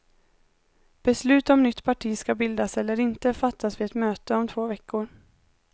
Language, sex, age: Swedish, female, 19